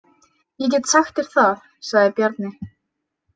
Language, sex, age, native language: Icelandic, female, 18-19, Icelandic